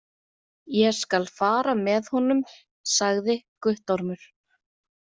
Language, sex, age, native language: Icelandic, female, 30-39, Icelandic